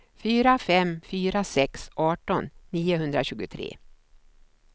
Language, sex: Swedish, female